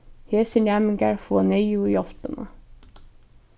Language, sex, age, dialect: Faroese, female, 15-35, Norðurstreymoy/Eysturoy